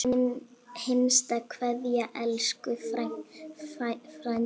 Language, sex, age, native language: Icelandic, female, 8, Icelandic